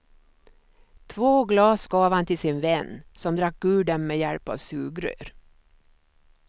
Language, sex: Swedish, female